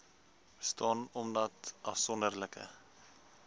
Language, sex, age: Afrikaans, male, 20